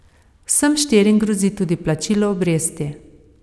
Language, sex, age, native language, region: Slovenian, female, 30-49, Slovenian, Savinja region